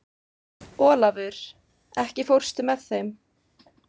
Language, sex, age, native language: Icelandic, female, 20-29, Icelandic